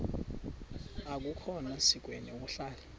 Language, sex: Xhosa, male